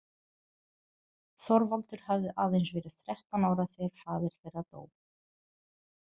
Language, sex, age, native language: Icelandic, female, 30-39, Portuguese